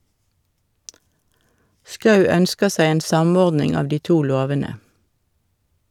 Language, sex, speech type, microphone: Norwegian, female, read, Shure